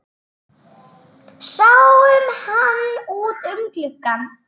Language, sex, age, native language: Icelandic, male, 9, Icelandic